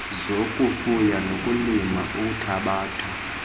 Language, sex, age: Xhosa, male, 26